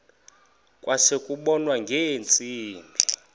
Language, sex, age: Xhosa, male, 21